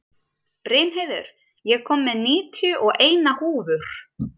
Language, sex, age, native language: Icelandic, female, 30-39, Icelandic